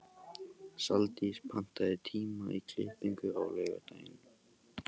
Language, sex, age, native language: Icelandic, male, 18-19, Icelandic